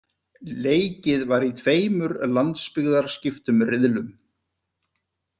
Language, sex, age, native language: Icelandic, male, 50-59, Icelandic